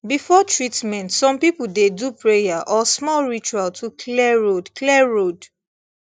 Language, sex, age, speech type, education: Nigerian Pidgin, female, 15-29, spontaneous, tertiary